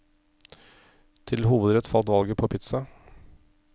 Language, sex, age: Norwegian, male, 34